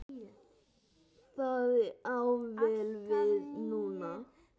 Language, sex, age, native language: Icelandic, male, 8, Icelandic